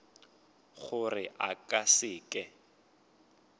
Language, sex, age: Northern Sotho, male, 21